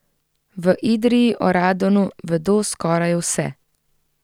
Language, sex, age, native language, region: Slovenian, female, 30-49, Slovenian, Central Slovenia